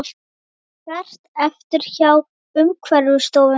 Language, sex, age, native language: Icelandic, female, 18-19, Icelandic